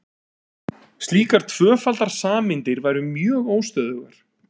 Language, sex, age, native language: Icelandic, male, 30-39, Icelandic